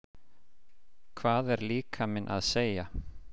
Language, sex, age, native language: Icelandic, male, 50-59, Icelandic